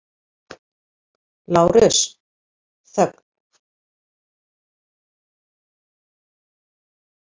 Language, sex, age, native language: Icelandic, female, 50-59, Icelandic